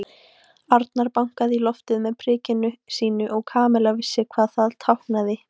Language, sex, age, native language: Icelandic, female, 18-19, Icelandic